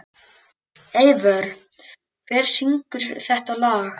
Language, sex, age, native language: Icelandic, male, 11, Icelandic